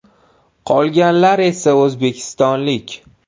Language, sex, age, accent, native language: Uzbek, male, 18-24, Toshkent viloyati, Uzbek